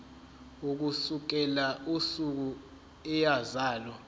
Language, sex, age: Zulu, male, 20